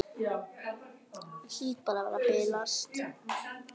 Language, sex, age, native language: Icelandic, female, 11, Icelandic